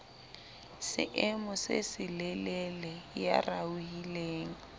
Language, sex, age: Southern Sotho, female, 25